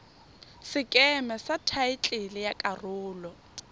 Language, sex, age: Tswana, female, 25